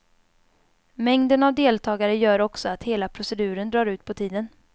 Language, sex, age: Swedish, female, 22